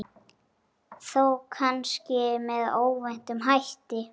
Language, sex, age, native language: Icelandic, female, 8, Icelandic